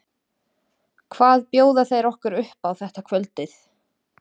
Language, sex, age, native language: Icelandic, female, 20-29, Icelandic